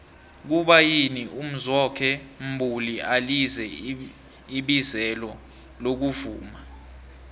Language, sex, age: South Ndebele, male, 23